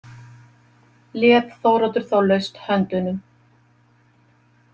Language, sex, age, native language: Icelandic, female, 50-59, Icelandic